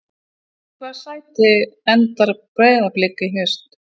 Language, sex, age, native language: Icelandic, female, 50-59, Icelandic